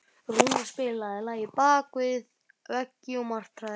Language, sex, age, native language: Icelandic, male, 12, Icelandic